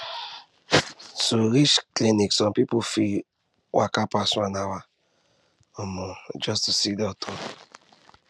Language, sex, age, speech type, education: Nigerian Pidgin, male, 15-29, spontaneous, tertiary